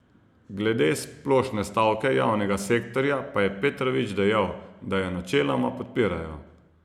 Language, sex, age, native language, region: Slovenian, male, 30-49, Slovenian, Savinja region